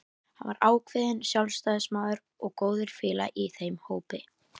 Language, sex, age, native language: Icelandic, female, 11, Icelandic